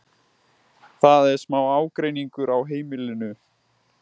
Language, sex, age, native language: Icelandic, male, 20-29, Icelandic